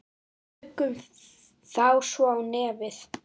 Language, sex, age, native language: Icelandic, female, 9, Icelandic